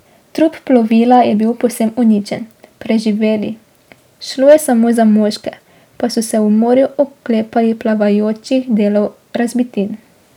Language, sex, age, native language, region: Slovenian, female, 18-29, Slovenian, Drava region